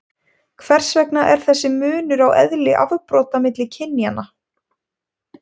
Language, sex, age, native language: Icelandic, female, 20-29, Icelandic